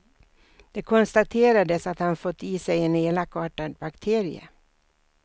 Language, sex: Swedish, female